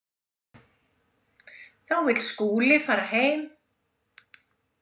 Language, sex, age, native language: Icelandic, female, 70-79, Icelandic